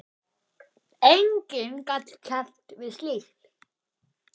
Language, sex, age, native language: Icelandic, male, 10, Icelandic